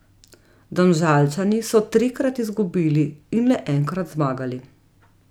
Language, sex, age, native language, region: Slovenian, female, 30-49, Slovenian, Gorica region